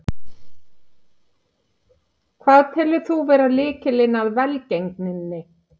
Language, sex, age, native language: Icelandic, female, 50-59, Icelandic